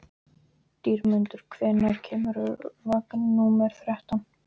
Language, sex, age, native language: Icelandic, male, 12, Icelandic